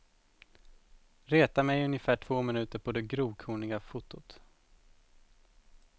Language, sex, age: Swedish, male, 17